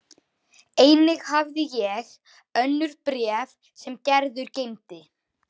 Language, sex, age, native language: Icelandic, male, 11, Icelandic